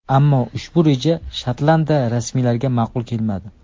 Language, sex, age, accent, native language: Uzbek, male, 19-29, Andijon, Uzbek